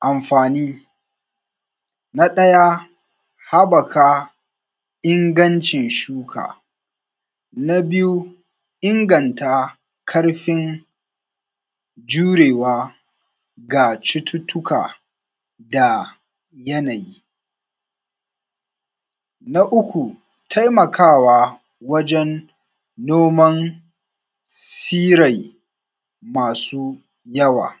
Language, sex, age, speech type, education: Hausa, male, 15-29, spontaneous, tertiary